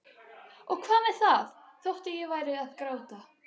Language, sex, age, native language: Icelandic, other, 12, Icelandic